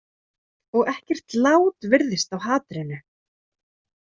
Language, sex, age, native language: Icelandic, female, 30-39, Icelandic